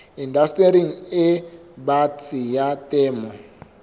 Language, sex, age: Southern Sotho, male, 24